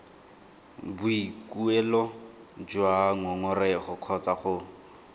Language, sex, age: Tswana, male, 19